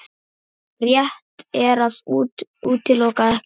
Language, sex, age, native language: Icelandic, male, 10, Icelandic